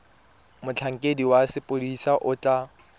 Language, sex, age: Tswana, male, 23